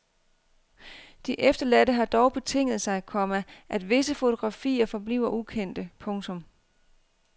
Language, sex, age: Danish, female, 32